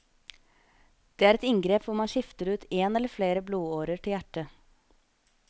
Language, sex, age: Norwegian, female, 25